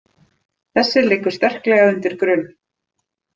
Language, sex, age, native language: Icelandic, female, 30-39, Icelandic